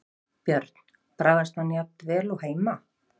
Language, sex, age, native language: Icelandic, female, 50-59, Icelandic